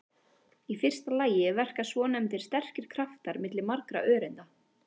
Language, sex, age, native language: Icelandic, female, 18-19, Icelandic